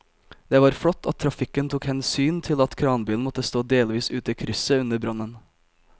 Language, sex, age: Norwegian, male, 22